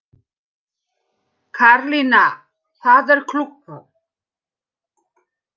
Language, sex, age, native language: Icelandic, female, 60-69, Polish